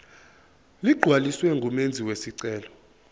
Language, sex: Zulu, male